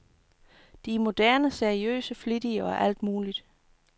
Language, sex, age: Danish, female, 29